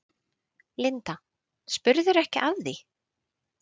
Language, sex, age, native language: Icelandic, female, 30-39, Icelandic